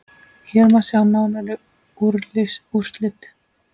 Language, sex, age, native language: Icelandic, female, 8, Icelandic